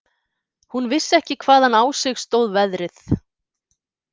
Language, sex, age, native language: Icelandic, female, 50-59, Icelandic